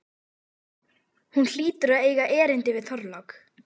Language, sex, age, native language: Icelandic, female, 12, Icelandic